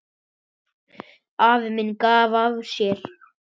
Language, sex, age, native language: Icelandic, male, 9, Icelandic